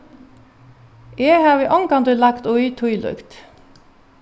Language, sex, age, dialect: Faroese, female, 36-60, Norðuroyggjar